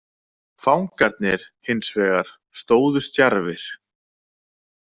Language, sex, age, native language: Icelandic, male, 30-39, Icelandic